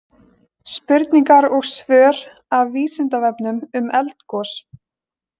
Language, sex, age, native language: Icelandic, female, 20-29, Icelandic